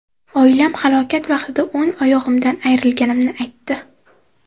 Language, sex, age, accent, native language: Uzbek, female, 18-24, Toshkent viloyati, Uzbek